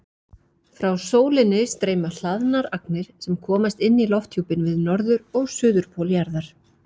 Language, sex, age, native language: Icelandic, female, 40-49, Icelandic